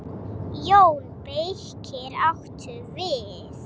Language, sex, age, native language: Icelandic, female, 7, Icelandic